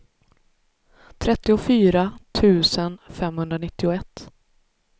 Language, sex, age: Swedish, female, 33